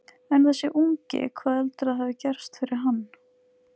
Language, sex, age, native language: Icelandic, female, 20-29, Icelandic